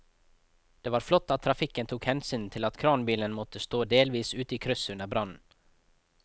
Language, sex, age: Norwegian, male, 24